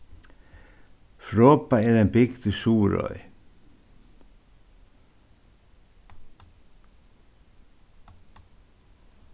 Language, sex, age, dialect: Faroese, male, 61+, Suðurstreymoy